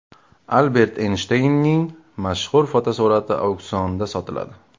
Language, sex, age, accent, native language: Uzbek, male, 25-34, Farg'ona, Uzbek